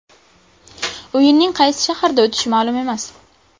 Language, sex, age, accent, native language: Uzbek, female, under 19, Buxoro, Uzbek